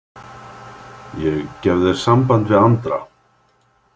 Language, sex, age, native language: Icelandic, male, 50-59, Icelandic